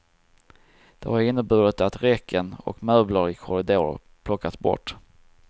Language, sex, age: Swedish, male, 34